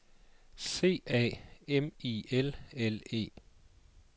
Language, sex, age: Danish, male, 39